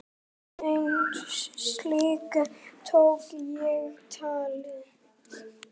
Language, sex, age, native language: Icelandic, male, 9, Icelandic